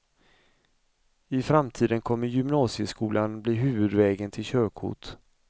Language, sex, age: Swedish, male, 35